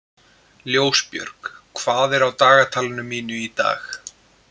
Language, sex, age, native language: Icelandic, male, 20-29, Icelandic